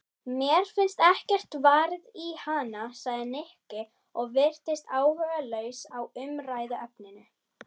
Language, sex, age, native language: Icelandic, female, 30-39, Icelandic